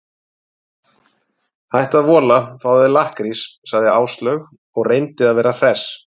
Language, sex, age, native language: Icelandic, male, 30-39, Icelandic